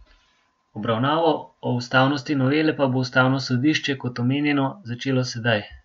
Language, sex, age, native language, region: Slovenian, male, 18-29, Slovenian, Gorenjska region